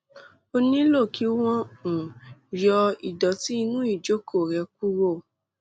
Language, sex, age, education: Yoruba, female, 15-29, tertiary